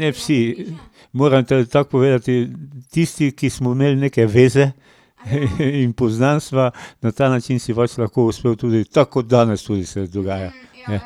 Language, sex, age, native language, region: Slovenian, male, 60+, Slovenian, Pomurje region